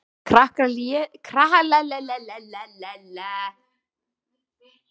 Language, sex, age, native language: Icelandic, female, 13, Icelandic